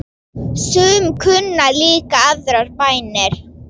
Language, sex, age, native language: Icelandic, female, 9, Icelandic